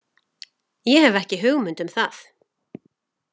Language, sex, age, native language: Icelandic, female, 40-49, Icelandic